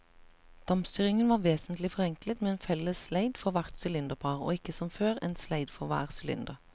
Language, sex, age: Norwegian, female, 37